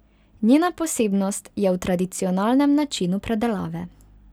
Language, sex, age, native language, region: Slovenian, female, 18-29, Hungarian, Pomurje region